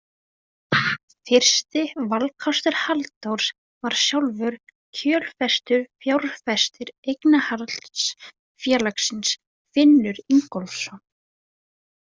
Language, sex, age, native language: Icelandic, female, 20-29, Icelandic